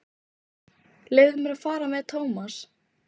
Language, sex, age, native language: Icelandic, female, 15, Icelandic